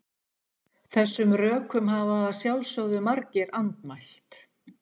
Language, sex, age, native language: Icelandic, female, 60-69, Icelandic